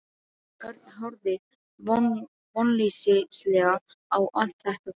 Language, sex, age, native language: Icelandic, female, 12, Serbo-Croatian